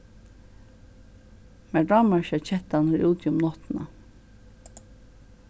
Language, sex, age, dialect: Faroese, female, 61+, Suðurstreymoy